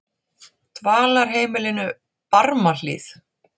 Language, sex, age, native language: Icelandic, female, 40-49, Icelandic